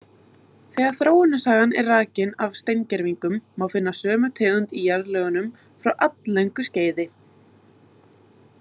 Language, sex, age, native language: Icelandic, female, 20-29, Icelandic